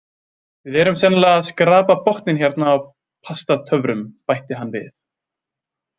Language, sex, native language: Icelandic, male, Icelandic